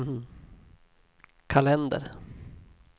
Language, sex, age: Swedish, male, 40